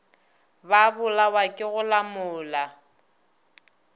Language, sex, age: Northern Sotho, female, 22